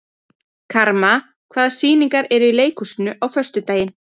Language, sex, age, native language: Icelandic, female, 30-39, Icelandic